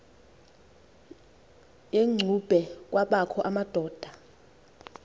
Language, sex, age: Xhosa, female, 20